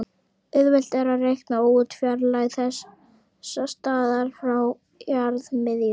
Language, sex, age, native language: Icelandic, female, 30-39, Icelandic